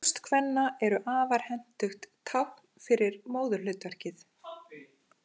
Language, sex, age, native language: Icelandic, female, 40-49, Icelandic